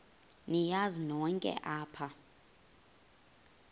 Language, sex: Xhosa, female